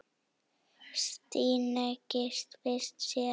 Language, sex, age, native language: Icelandic, female, 9, Icelandic